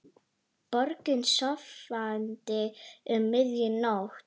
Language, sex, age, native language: Icelandic, female, 10, Icelandic